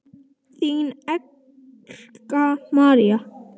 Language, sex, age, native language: Icelandic, male, 9, Icelandic